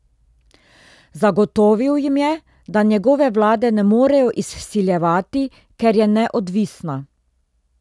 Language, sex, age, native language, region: Slovenian, female, 30-49, Slovenian, Drava region